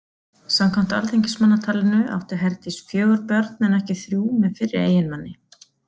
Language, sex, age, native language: Icelandic, female, 40-49, Icelandic